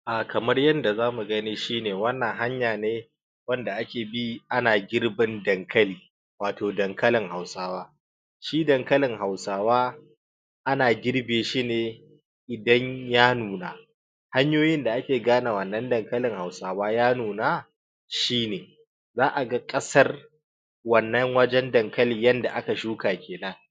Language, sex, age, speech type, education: Hausa, male, 15-29, spontaneous, primary